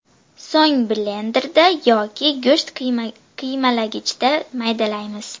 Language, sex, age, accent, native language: Uzbek, female, 12-17, Andijon, Uzbek